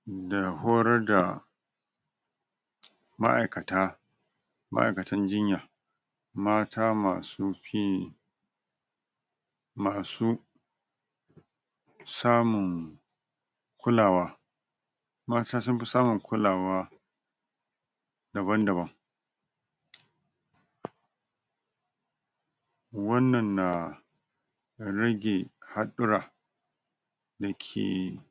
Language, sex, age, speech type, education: Hausa, male, 46-60, spontaneous, tertiary